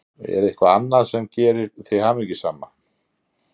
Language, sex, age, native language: Icelandic, male, 50-59, Icelandic